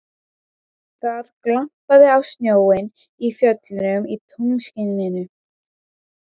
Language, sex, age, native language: Icelandic, female, 12, Icelandic